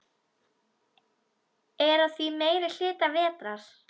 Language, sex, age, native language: Icelandic, female, 11, Icelandic